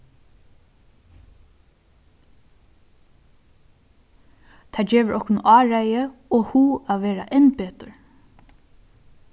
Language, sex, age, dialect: Faroese, female, 15-35, Suðurstreymoy